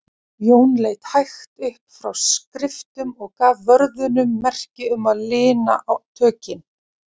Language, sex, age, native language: Icelandic, female, 40-49, Icelandic